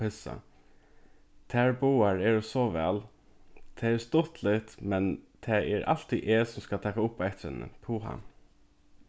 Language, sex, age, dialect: Faroese, male, 15-35, Norðurstreymoy/Eysturoy